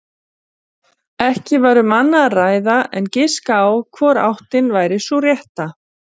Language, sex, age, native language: Icelandic, female, 40-49, Icelandic